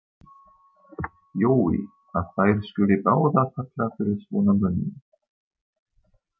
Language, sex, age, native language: Icelandic, male, 30-39, German